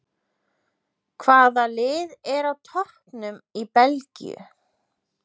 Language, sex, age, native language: Icelandic, female, 30-39, Icelandic